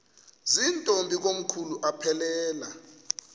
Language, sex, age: Xhosa, male, 33